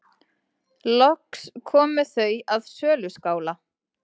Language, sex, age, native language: Icelandic, female, 30-39, Icelandic